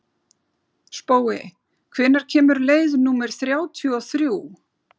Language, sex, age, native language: Icelandic, female, 40-49, Icelandic